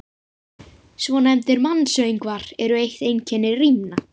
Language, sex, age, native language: Icelandic, female, 50-59, Icelandic